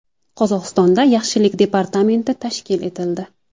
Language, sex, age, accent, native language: Uzbek, female, 19-29, Jizzax, Uzbek